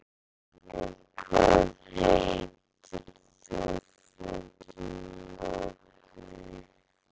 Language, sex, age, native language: Icelandic, female, 18-19, Icelandic